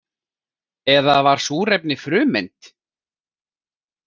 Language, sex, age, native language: Icelandic, male, 40-49, Icelandic